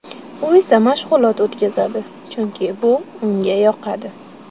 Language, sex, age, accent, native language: Uzbek, female, 18-24, Qashqadaryo, Uzbek